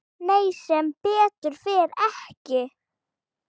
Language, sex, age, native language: Icelandic, female, 8, Icelandic